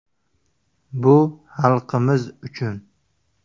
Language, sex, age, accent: Uzbek, male, 18-24, Surxondaryo